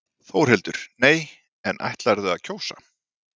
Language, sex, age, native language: Icelandic, male, 40-49, Icelandic